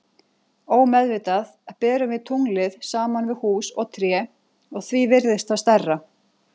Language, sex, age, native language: Icelandic, female, 40-49, Icelandic